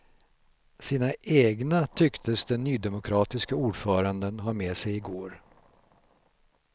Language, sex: Swedish, male